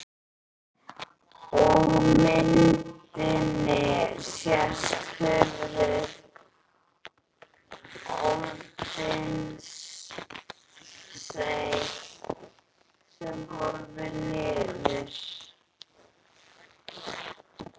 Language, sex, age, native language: Icelandic, male, 11, Icelandic